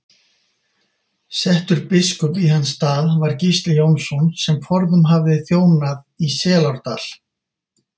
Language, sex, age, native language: Icelandic, male, 50-59, Icelandic